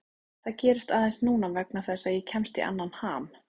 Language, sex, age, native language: Icelandic, female, 30-39, Icelandic